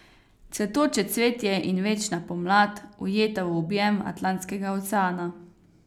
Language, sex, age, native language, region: Slovenian, female, 18-29, Slovenian, Carinthia region